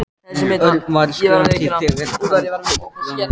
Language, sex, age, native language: Icelandic, male, 14, Icelandic